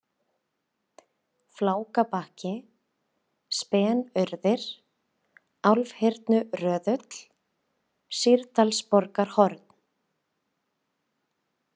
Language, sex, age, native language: Icelandic, female, 30-39, Icelandic